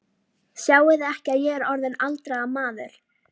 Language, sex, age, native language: Icelandic, female, 12, Icelandic